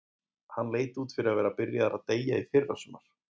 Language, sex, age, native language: Icelandic, male, 20-29, Icelandic